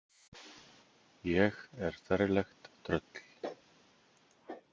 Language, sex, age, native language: Icelandic, male, 50-59, Icelandic